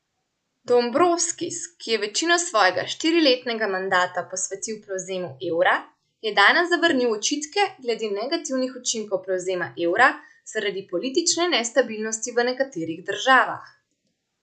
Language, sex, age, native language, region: Slovenian, female, 18-29, Slovenian, Central Slovenia